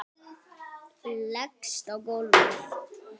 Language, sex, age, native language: Icelandic, male, 8, Icelandic